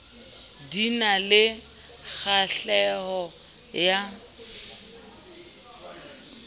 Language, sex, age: Southern Sotho, female, 29